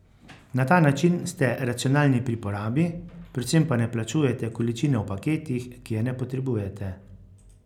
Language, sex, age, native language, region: Slovenian, male, 50-59, Slovenian, Carinthia region